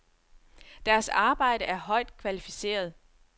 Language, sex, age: Danish, female, 42